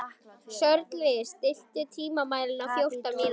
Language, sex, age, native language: Icelandic, female, 11, Icelandic